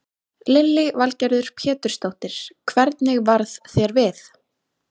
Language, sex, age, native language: Icelandic, female, 20-29, Icelandic